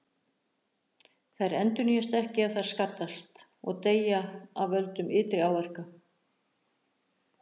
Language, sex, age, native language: Icelandic, female, 60-69, Icelandic